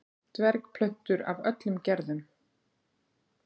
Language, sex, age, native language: Icelandic, female, 40-49, Icelandic